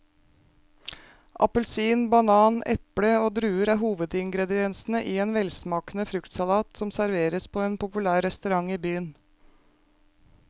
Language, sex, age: Norwegian, female, 36